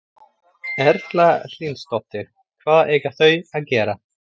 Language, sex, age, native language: Icelandic, male, 30-39, Swedish